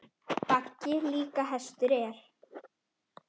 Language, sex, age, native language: Icelandic, female, 10, Icelandic